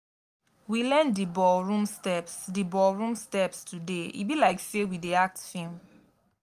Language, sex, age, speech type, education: Nigerian Pidgin, female, 15-29, spontaneous, tertiary